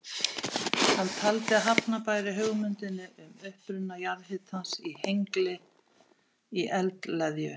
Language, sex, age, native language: Icelandic, female, 50-59, Icelandic